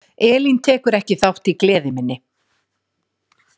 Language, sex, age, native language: Icelandic, female, 40-49, Icelandic